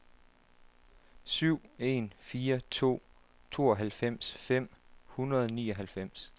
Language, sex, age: Danish, male, 27